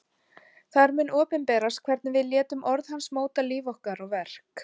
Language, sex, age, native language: Icelandic, female, 40-49, Icelandic